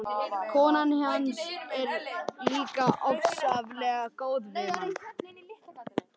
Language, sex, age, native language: Icelandic, male, 13, Icelandic